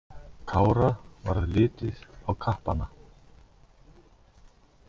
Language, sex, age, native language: Icelandic, male, 50-59, Icelandic